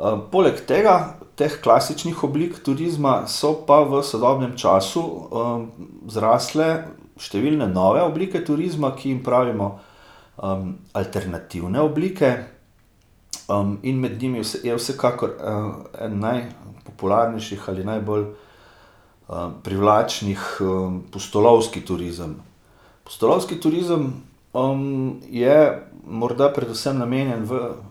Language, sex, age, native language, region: Slovenian, male, 50-59, Slovenian, Gorica region